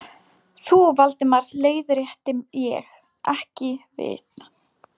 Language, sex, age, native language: Icelandic, female, 18-19, Polish